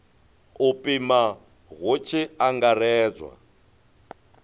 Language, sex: Venda, male